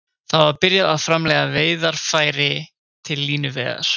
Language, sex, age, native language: Icelandic, male, 20-29, Icelandic